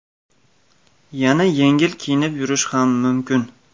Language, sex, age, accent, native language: Uzbek, male, 18-24, Farg'ona, Uzbek